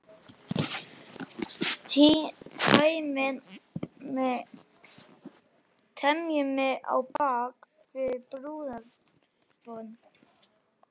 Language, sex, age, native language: Icelandic, male, 12, Icelandic